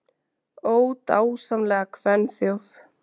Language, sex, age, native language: Icelandic, female, 20-29, Icelandic